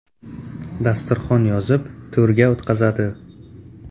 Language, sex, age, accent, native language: Uzbek, male, 18-24, Qashqadaryo, Uzbek